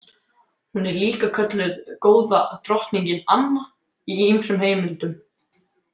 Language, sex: Icelandic, male